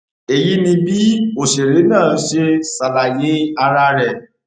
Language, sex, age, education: Yoruba, male, 30-45, tertiary